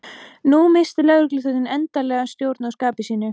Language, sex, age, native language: Icelandic, female, 14, Icelandic